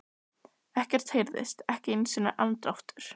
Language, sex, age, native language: Icelandic, other, 12, Icelandic